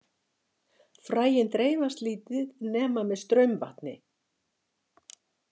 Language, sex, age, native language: Icelandic, female, 60-69, Icelandic